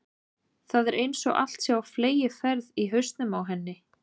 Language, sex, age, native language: Icelandic, female, 40-49, Icelandic